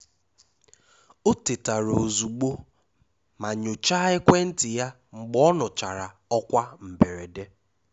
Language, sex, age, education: Igbo, male, 15-29, tertiary